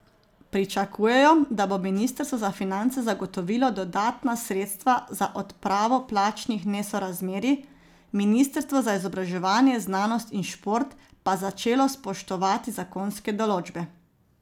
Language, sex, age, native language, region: Slovenian, female, 30-49, Slovenian, Zasavska region